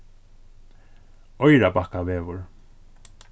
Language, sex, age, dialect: Faroese, male, 36-60, Suðurstreymoy